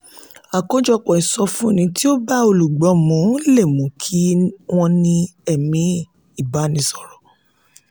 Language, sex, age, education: Yoruba, female, 30-45, tertiary